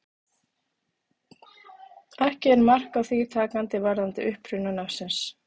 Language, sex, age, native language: Icelandic, female, 30-39, Icelandic